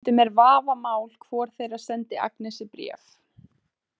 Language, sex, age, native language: Icelandic, female, 20-29, Icelandic